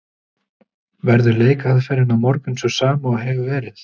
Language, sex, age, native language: Icelandic, male, 30-39, Icelandic